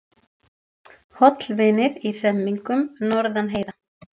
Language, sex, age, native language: Icelandic, female, 40-49, Icelandic